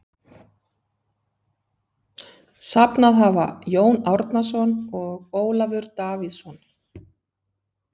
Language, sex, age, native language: Icelandic, female, 50-59, Icelandic